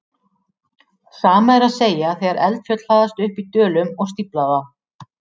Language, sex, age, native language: Icelandic, female, 40-49, Icelandic